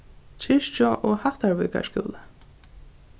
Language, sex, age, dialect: Faroese, female, 15-35, Norðuroyggjar